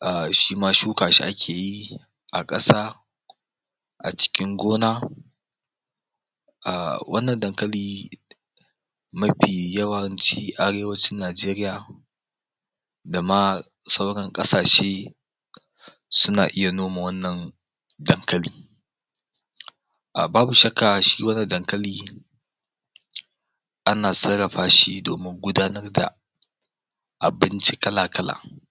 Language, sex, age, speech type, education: Hausa, male, 46-60, spontaneous, tertiary